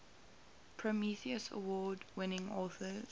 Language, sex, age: English, female, 18